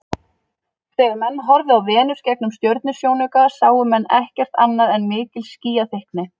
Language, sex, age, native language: Icelandic, female, 30-39, Icelandic